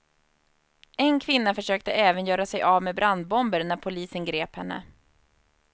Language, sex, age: Swedish, female, 30